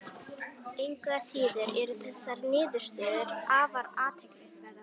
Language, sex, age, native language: Icelandic, female, 11, Icelandic